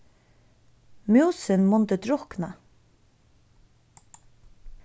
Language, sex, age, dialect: Faroese, female, 15-35, Suðurstreymoy